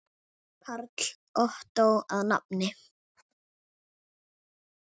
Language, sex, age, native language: Icelandic, female, 10, Icelandic